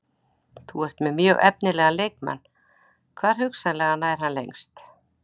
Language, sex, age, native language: Icelandic, female, 60-69, Icelandic